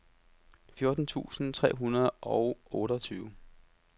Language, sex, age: Danish, male, 33